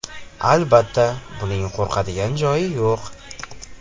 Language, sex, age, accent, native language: Uzbek, male, 18-24, Farg'ona, Uzbek